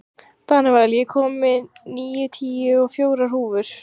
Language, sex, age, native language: Icelandic, female, 15, Icelandic